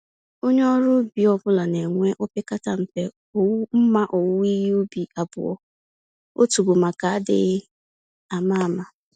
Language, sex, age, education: Igbo, female, 15-29, tertiary